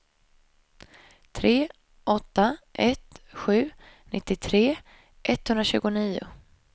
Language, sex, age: Swedish, female, 25